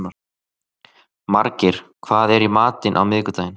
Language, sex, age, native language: Icelandic, male, 30-39, Icelandic